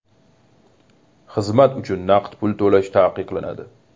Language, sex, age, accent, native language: Uzbek, male, 18-24, Toshkent shahri, Uzbek